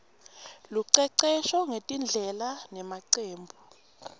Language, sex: Swati, female